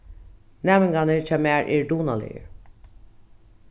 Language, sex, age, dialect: Faroese, female, 36-60, Norðuroyggjar